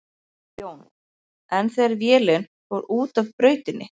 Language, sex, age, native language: Icelandic, female, 20-29, Icelandic